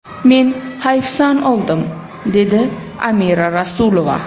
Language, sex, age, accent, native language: Uzbek, male, 25-34, Buxoro, Uzbek